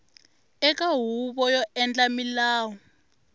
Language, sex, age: Tsonga, female, 23